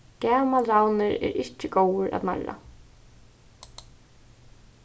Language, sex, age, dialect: Faroese, female, 15-35, Suðurstreymoy